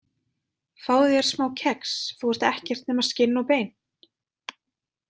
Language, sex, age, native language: Icelandic, female, 20-29, Icelandic